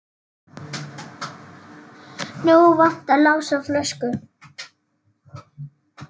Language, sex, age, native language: Icelandic, female, 8, Icelandic